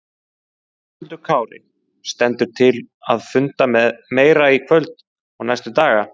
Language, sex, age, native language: Icelandic, male, 20-29, Icelandic